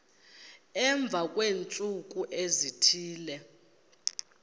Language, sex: Xhosa, female